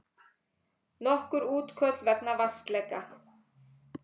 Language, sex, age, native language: Icelandic, female, 30-39, Icelandic